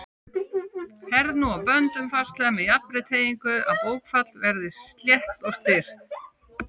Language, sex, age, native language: Icelandic, female, 18-19, Icelandic